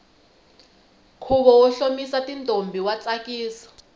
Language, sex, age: Tsonga, female, 19